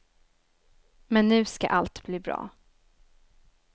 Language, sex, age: Swedish, female, 24